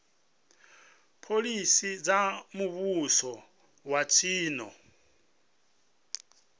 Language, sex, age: Venda, male, 37